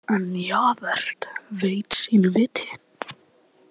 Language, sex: Icelandic, male